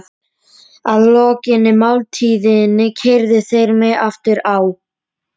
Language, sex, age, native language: Icelandic, female, 30-39, Polish